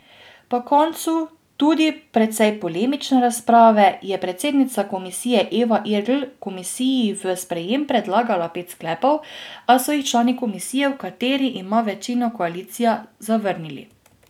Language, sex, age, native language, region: Slovenian, female, 18-29, Slovenian, Drava region